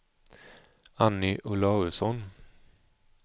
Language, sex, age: Swedish, male, 35